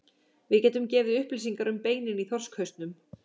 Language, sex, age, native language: Icelandic, female, 40-49, Icelandic